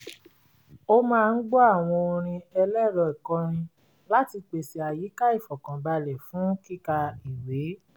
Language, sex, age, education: Yoruba, female, 30-45, tertiary